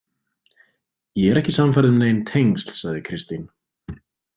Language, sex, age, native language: Icelandic, male, 20-29, Icelandic